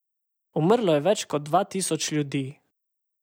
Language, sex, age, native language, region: Slovenian, male, 18-29, Slovenian, Savinja region